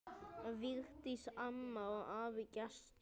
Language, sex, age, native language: Icelandic, male, 9, Icelandic